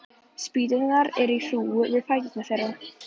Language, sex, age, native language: Icelandic, female, 11, Icelandic